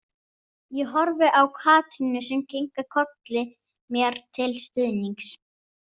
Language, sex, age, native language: Icelandic, female, 18-19, Icelandic